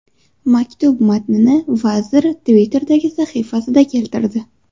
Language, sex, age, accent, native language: Uzbek, female, 18-24, Samarqand, Uzbek